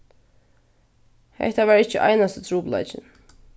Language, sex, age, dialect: Faroese, female, 15-35, Vágar